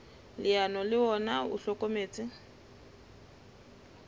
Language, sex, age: Southern Sotho, female, 20